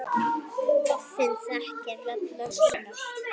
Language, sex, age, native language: Icelandic, female, 8, Icelandic